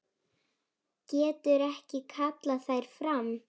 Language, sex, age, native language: Icelandic, female, 9, Icelandic